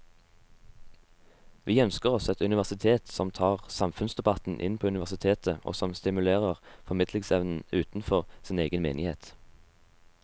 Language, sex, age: Norwegian, male, 18